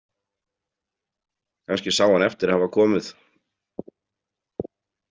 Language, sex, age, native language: Icelandic, male, 40-49, Icelandic